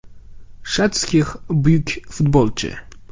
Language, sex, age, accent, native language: Uzbek, male, 18-24, Navoiy, Uzbek